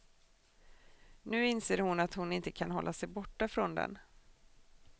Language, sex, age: Swedish, female, 40